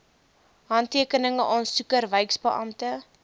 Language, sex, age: Afrikaans, female, 22